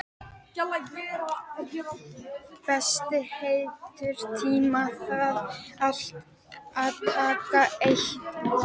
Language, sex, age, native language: Icelandic, female, 12, Icelandic